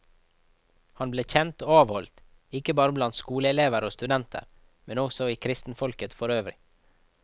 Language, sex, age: Norwegian, male, 24